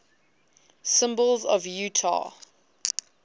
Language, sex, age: English, female, 19